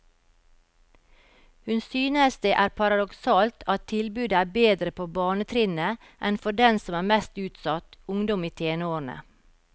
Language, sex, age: Norwegian, female, 52